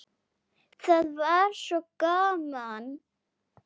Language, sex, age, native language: Icelandic, female, 8, Icelandic